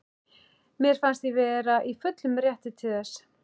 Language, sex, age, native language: Icelandic, male, 11, Icelandic